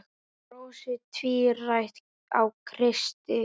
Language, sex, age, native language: Icelandic, male, 10, Icelandic